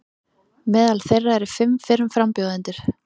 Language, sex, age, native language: Icelandic, female, 30-39, Icelandic